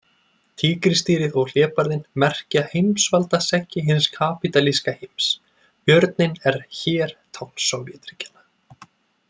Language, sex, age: Icelandic, male, 20-29